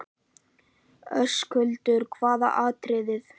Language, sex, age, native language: Icelandic, male, 11, Icelandic